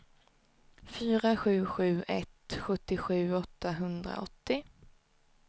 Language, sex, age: Swedish, female, 19